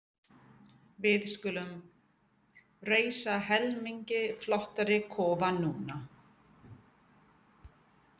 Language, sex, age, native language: Icelandic, female, 50-59, English